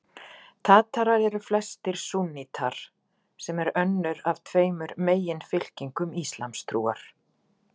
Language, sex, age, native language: Icelandic, female, 40-49, Icelandic